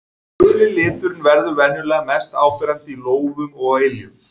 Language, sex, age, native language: Icelandic, male, 40-49, Icelandic